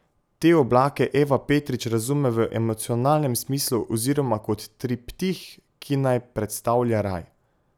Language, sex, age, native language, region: Slovenian, male, 18-29, Slovenian, Pomurje region